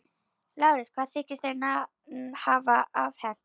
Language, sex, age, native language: Icelandic, female, 11, Icelandic